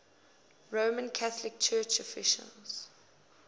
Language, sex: English, female